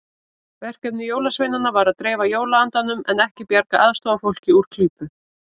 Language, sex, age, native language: Icelandic, female, 30-39, Icelandic